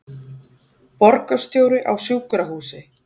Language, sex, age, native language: Icelandic, female, 40-49, Icelandic